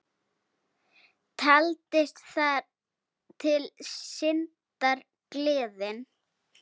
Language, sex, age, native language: Icelandic, female, 8, Icelandic